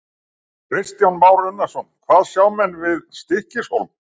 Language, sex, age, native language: Icelandic, male, 60-69, Icelandic